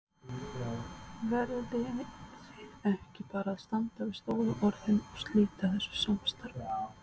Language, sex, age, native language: Icelandic, female, 30-39, Icelandic